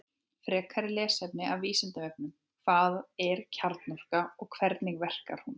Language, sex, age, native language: Icelandic, female, 18-19, Icelandic